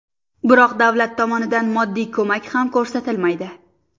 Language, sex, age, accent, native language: Uzbek, female, 19-29, Surxondaryo, Uzbek